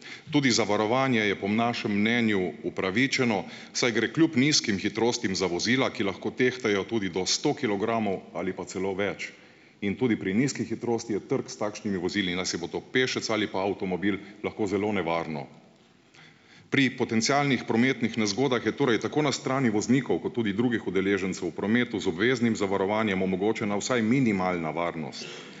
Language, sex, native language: Slovenian, male, Slovenian